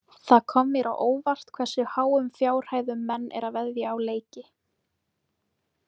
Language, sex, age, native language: Icelandic, female, 20-29, Icelandic